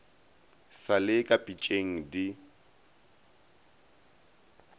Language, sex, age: Northern Sotho, male, 19